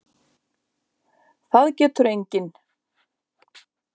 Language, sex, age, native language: Icelandic, female, 50-59, Icelandic